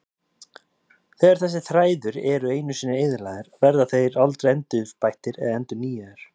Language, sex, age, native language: Icelandic, male, 30-39, Icelandic